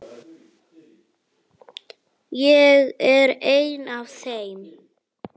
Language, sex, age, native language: Icelandic, female, 9, Icelandic